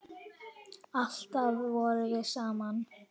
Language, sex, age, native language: Icelandic, female, 9, Icelandic